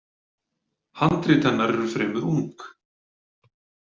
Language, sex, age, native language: Icelandic, male, 40-49, Icelandic